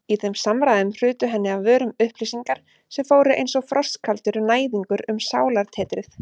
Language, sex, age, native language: Icelandic, female, 30-39, Icelandic